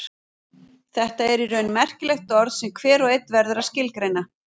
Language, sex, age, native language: Icelandic, female, 40-49, Icelandic